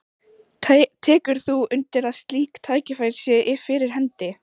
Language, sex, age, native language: Icelandic, female, 14, Icelandic